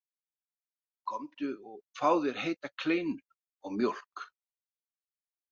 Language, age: Icelandic, 50-59